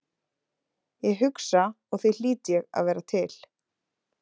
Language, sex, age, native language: Icelandic, female, 30-39, Icelandic